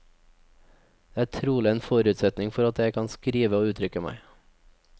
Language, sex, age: Norwegian, male, 24